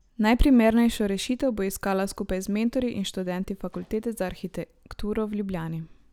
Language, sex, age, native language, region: Slovenian, male, 18-29, Slovenian, Drava region